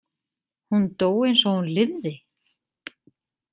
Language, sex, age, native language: Icelandic, female, 30-39, Icelandic